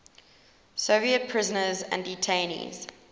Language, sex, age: English, female, 19